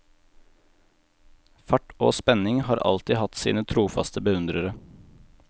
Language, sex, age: Norwegian, male, 18